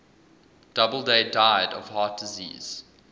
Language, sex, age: English, male, 20